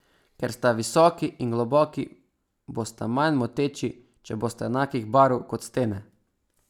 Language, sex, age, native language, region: Slovenian, male, 18-29, Slovenian, Savinja region